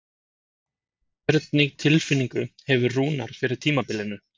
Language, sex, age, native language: Icelandic, male, 30-39, Icelandic